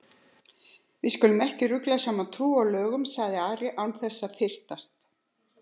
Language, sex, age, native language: Icelandic, female, 70-79, Icelandic